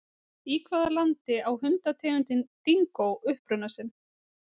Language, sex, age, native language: Icelandic, female, 30-39, Icelandic